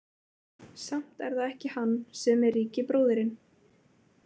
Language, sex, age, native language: Icelandic, female, 20-29, Icelandic